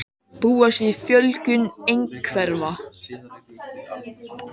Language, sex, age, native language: Icelandic, male, 18-19, Icelandic